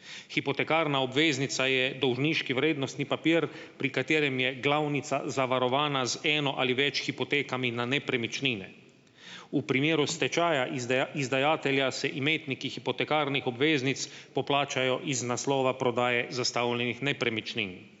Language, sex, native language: Slovenian, male, Slovenian